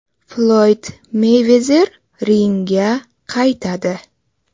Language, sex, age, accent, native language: Uzbek, female, 18-24, Navoiy, Uzbek